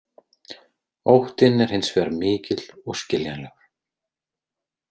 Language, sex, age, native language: Icelandic, male, 30-39, Icelandic